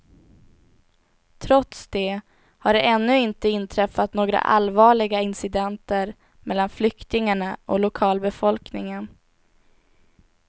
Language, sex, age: Swedish, female, 18